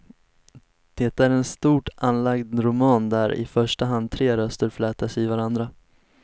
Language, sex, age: Swedish, male, 19